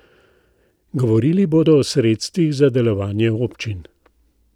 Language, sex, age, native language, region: Slovenian, male, 60+, Slovenian, Central Slovenia